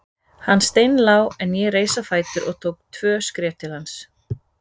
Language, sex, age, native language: Icelandic, female, 30-39, Icelandic